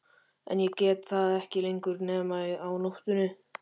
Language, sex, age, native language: Icelandic, male, 13, Icelandic